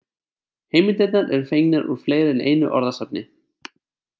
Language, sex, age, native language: Icelandic, male, 30-39, Icelandic